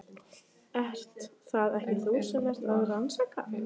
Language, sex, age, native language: Icelandic, female, 15, Icelandic